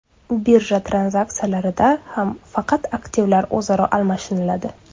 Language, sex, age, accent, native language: Uzbek, female, 25-34, Surxondaryo, Uzbek